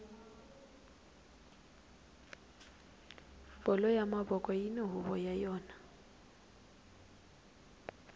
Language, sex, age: Tsonga, female, 19